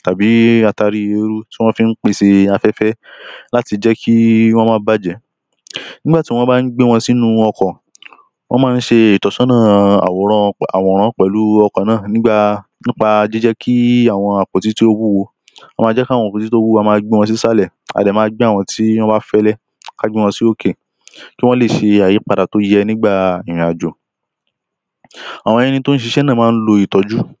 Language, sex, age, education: Yoruba, male, 15-29, primary